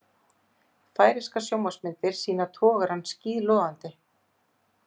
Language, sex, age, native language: Icelandic, female, 40-49, Icelandic